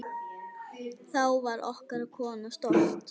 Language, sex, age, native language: Icelandic, female, 9, Icelandic